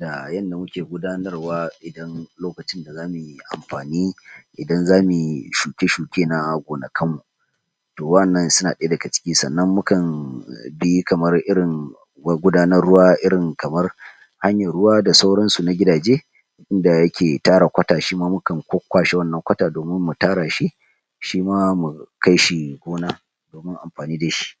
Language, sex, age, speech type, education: Hausa, male, 46-60, spontaneous, tertiary